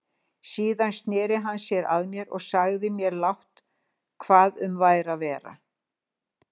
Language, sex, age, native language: Icelandic, female, 60-69, Icelandic